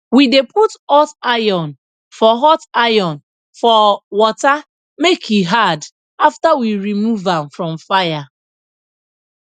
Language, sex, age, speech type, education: Nigerian Pidgin, female, 15-29, spontaneous, tertiary